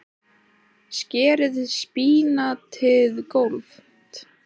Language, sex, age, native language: Icelandic, female, 18-19, Icelandic